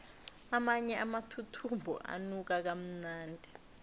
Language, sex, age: South Ndebele, female, 19